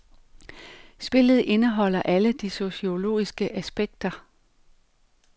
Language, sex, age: Danish, female, 45